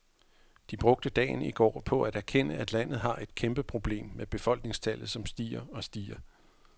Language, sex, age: Danish, male, 41